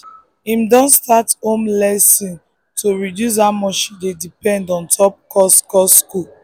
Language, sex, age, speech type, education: Nigerian Pidgin, female, 15-29, spontaneous, tertiary